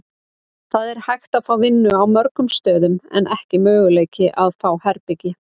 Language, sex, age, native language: Icelandic, female, 30-39, Icelandic